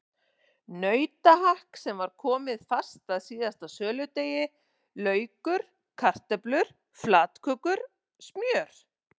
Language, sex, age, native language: Icelandic, female, 40-49, Icelandic